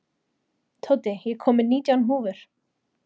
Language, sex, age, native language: Icelandic, female, 30-39, Icelandic